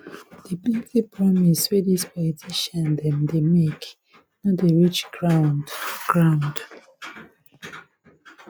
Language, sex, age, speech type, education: Nigerian Pidgin, female, 15-29, spontaneous, tertiary